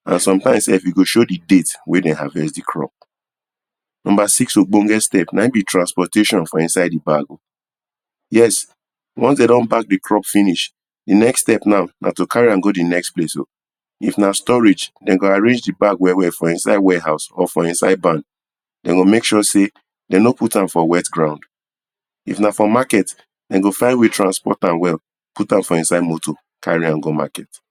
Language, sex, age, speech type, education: Nigerian Pidgin, male, 30-45, spontaneous, tertiary